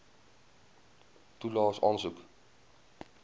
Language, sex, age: Afrikaans, male, 20